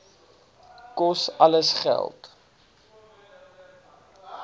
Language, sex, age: Afrikaans, male, 19